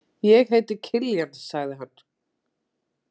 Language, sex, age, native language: Icelandic, female, 30-39, Icelandic